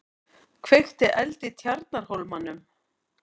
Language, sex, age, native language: Icelandic, female, 40-49, Icelandic